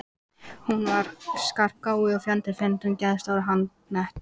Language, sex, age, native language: Icelandic, female, 14, Icelandic